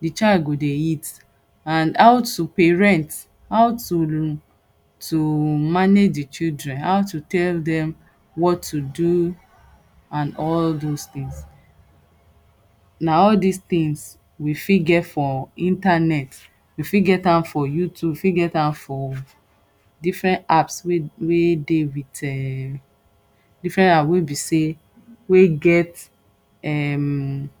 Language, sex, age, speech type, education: Nigerian Pidgin, female, 30-45, spontaneous, tertiary